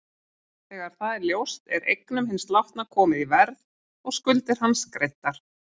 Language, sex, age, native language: Icelandic, female, 40-49, Icelandic